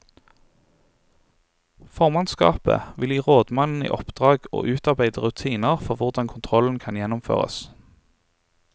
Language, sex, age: Norwegian, male, 23